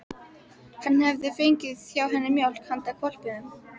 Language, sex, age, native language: Icelandic, female, 12, Icelandic